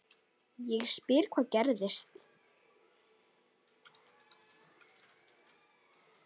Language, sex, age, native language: Icelandic, female, 10, Icelandic